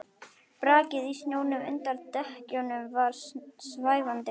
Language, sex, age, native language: Icelandic, female, 11, Icelandic